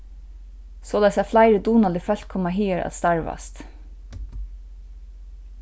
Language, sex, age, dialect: Faroese, female, 36-60, Suðurstreymoy